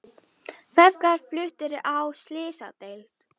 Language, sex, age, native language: Icelandic, female, 18-19, Icelandic